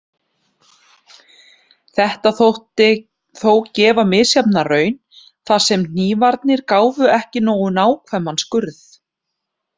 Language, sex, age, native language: Icelandic, female, 30-39, Icelandic